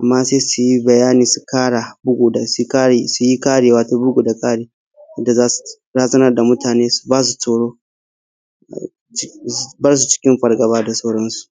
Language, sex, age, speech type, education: Hausa, male, 15-29, spontaneous, tertiary